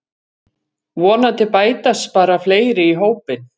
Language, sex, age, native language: Icelandic, female, 40-49, Icelandic